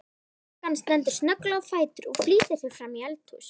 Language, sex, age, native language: Icelandic, male, 11, Icelandic